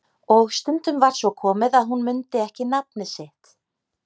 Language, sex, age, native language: Icelandic, female, 30-39, Icelandic